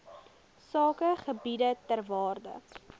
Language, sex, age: Afrikaans, female, 20